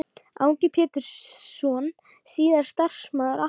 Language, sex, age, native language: Icelandic, other, 12, Icelandic